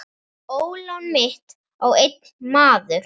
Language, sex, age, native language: Icelandic, female, 9, Icelandic